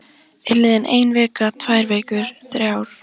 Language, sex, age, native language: Icelandic, female, 14, Icelandic